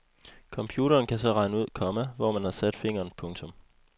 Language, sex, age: Danish, male, 21